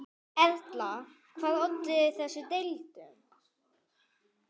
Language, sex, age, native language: Icelandic, male, 9, Icelandic